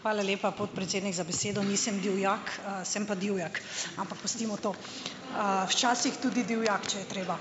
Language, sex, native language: Slovenian, female, Slovenian